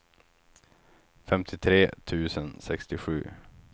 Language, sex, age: Swedish, male, 36